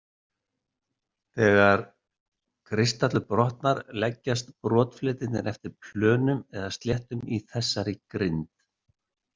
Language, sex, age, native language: Icelandic, male, 60-69, Icelandic